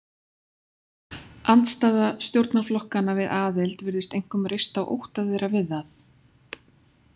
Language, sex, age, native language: Icelandic, female, 40-49, Icelandic